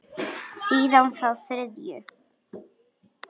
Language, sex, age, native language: Icelandic, female, 10, Icelandic